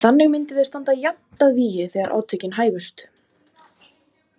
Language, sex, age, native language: Icelandic, female, 20-29, Icelandic